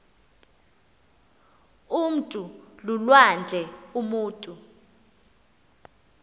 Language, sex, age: Xhosa, female, 24